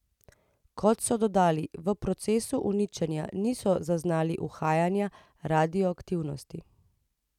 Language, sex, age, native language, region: Slovenian, female, 30-49, Slovenian, Central Slovenia